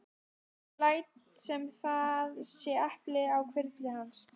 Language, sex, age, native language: Icelandic, male, 14, Icelandic